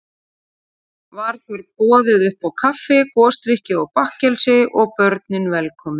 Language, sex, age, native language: Icelandic, female, 40-49, Icelandic